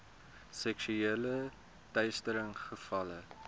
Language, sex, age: Afrikaans, male, 22